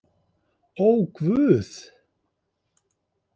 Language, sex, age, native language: Icelandic, male, 50-59, Icelandic